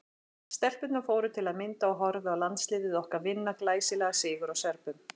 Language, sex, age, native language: Icelandic, female, 40-49, Icelandic